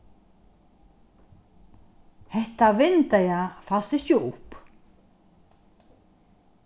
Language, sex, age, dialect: Faroese, female, 61+, Norðurstreymoy/Eysturoy